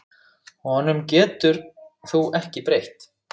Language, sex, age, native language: Icelandic, male, 6, Icelandic